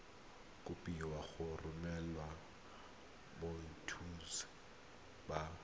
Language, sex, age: Tswana, male, 23